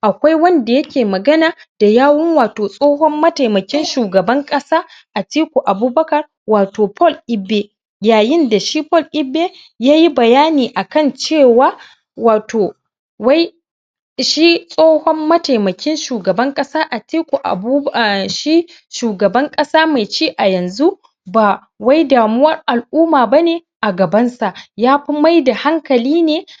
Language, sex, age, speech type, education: Hausa, male, 15-29, spontaneous, secondary